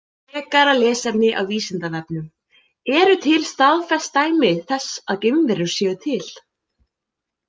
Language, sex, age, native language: Icelandic, female, 20-29, Icelandic